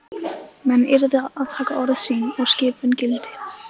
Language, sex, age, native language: Icelandic, female, 15, Icelandic